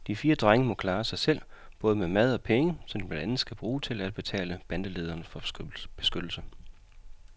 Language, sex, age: Danish, male, 40